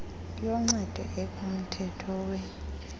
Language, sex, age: Xhosa, female, 26